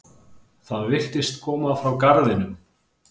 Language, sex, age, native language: Icelandic, male, 20-29, Icelandic